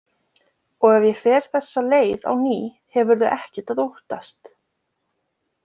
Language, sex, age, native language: Icelandic, female, 20-29, Icelandic